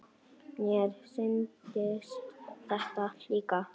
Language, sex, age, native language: Icelandic, female, 8, Icelandic